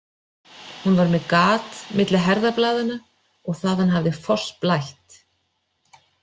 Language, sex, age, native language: Icelandic, female, 40-49, Icelandic